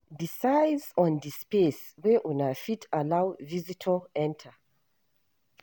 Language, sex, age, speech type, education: Nigerian Pidgin, female, 60+, read, tertiary